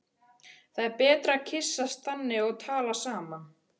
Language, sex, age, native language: Icelandic, male, 12, Icelandic